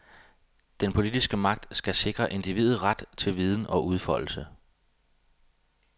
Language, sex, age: Danish, male, 32